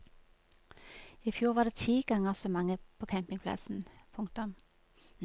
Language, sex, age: Norwegian, female, 46